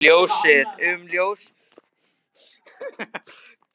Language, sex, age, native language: Icelandic, male, 70-79, Icelandic